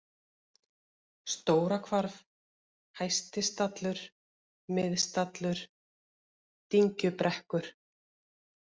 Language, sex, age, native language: Icelandic, female, 50-59, Icelandic